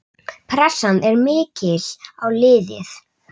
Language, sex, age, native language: Icelandic, male, 8, Icelandic